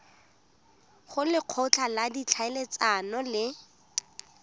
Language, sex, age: Tswana, female, 19